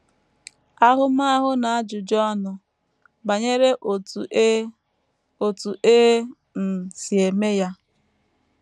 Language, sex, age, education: Igbo, female, 15-29, tertiary